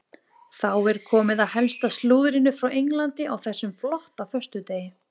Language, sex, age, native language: Icelandic, female, 20-29, Icelandic